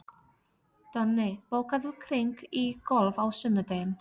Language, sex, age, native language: Icelandic, female, 30-39, Polish